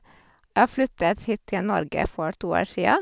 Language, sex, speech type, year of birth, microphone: Norwegian, female, spontaneous, 1991, Sennheiser